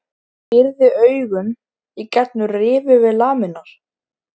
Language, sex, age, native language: Icelandic, male, 13, Icelandic